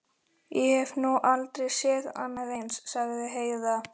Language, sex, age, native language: Icelandic, male, 13, Icelandic